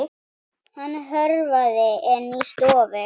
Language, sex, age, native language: Icelandic, female, 10, Icelandic